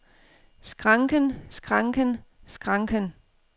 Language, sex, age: Danish, female, 32